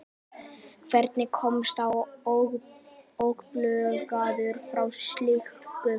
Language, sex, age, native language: Icelandic, male, 11, Icelandic